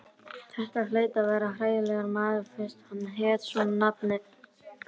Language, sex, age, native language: Icelandic, female, 30-39, Icelandic